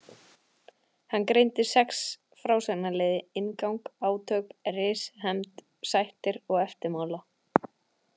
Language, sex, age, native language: Icelandic, female, 20-29, Icelandic